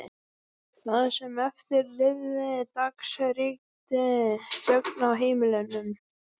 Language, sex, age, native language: Icelandic, female, 12, Icelandic